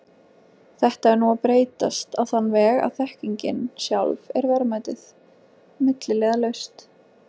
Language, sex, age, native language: Icelandic, female, 20-29, Icelandic